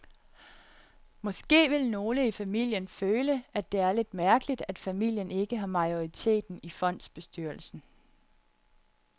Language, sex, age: Danish, female, 30